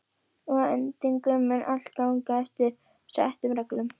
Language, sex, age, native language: Icelandic, female, 11, Icelandic